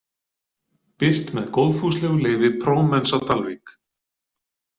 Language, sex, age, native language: Icelandic, male, 40-49, Icelandic